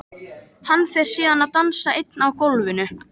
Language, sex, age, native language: Icelandic, female, 13, Icelandic